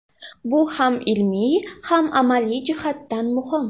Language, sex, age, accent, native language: Uzbek, female, 12-17, Farg'ona, Uzbek